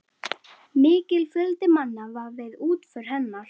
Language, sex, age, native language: Icelandic, female, 11, Icelandic